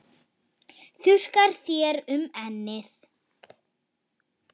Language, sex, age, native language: Icelandic, female, 9, Icelandic